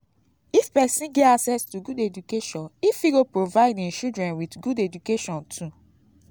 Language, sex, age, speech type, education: Nigerian Pidgin, female, 15-29, spontaneous, tertiary